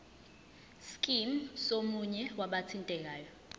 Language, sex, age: Zulu, female, 20